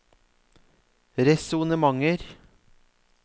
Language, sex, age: Norwegian, male, 44